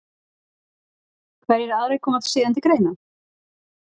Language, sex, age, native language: Icelandic, female, 40-49, Icelandic